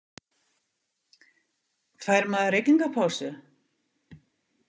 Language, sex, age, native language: Icelandic, female, 50-59, Icelandic